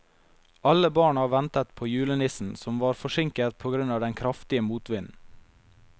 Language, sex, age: Norwegian, male, 22